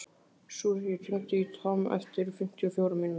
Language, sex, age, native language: Icelandic, male, 15, Icelandic